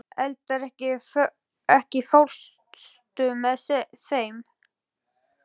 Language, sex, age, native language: Icelandic, male, 11, Icelandic